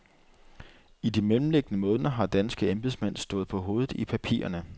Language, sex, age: Danish, male, 30